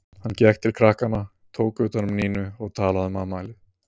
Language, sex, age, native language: Icelandic, male, 30-39, Icelandic